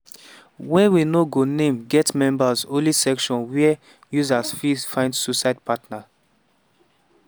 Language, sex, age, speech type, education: Nigerian Pidgin, male, 15-29, spontaneous, tertiary